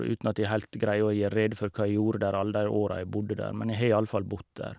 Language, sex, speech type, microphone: Norwegian, male, spontaneous, Shure